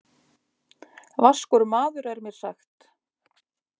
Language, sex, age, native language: Icelandic, female, 50-59, Icelandic